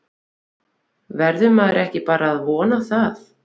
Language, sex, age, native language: Icelandic, female, 20-29, Icelandic